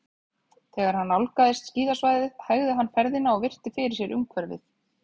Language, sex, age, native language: Icelandic, female, 30-39, Icelandic